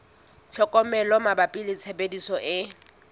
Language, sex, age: Southern Sotho, female, 19